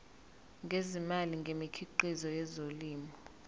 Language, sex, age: Zulu, female, 24